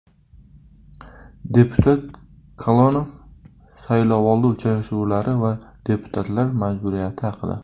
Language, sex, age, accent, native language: Uzbek, male, 19-29, Surxondaryo, Uzbek